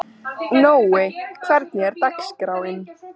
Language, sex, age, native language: Icelandic, female, 13, Icelandic